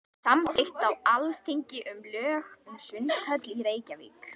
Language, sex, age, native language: Icelandic, female, 11, Icelandic